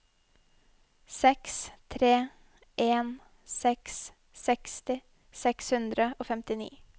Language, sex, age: Norwegian, female, 21